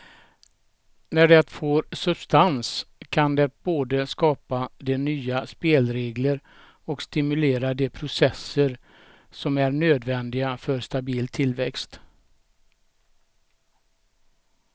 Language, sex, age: Swedish, male, 67